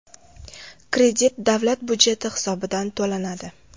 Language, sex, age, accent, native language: Uzbek, female, 18-24, Farg'ona, Uzbek